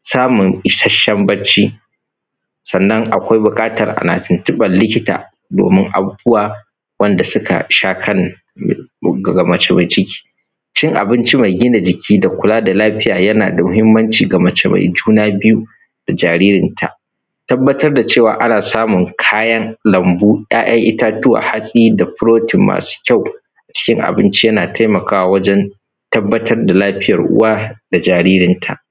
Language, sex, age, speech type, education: Hausa, male, 15-29, spontaneous, primary